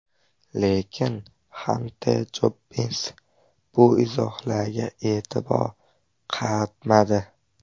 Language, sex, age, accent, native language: Uzbek, male, 12-17, Farg'ona, Uzbek